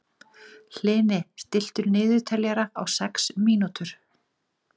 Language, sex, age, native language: Icelandic, female, 40-49, Icelandic